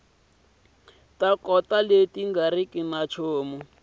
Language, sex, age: Tsonga, male, 26